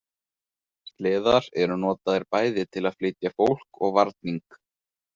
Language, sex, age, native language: Icelandic, male, 20-29, Icelandic